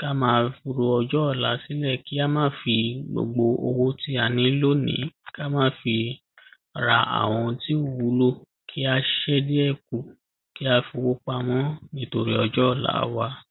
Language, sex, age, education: Yoruba, male, 15-29, primary